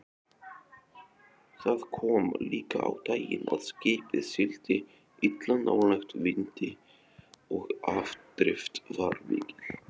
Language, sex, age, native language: Icelandic, male, 20-29, Icelandic